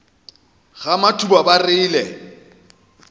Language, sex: Northern Sotho, male